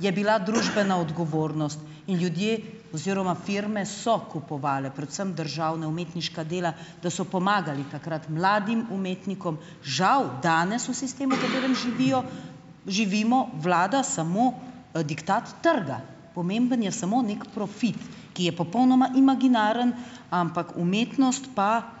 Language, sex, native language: Slovenian, female, Slovenian